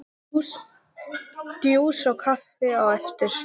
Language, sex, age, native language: Icelandic, female, 10, English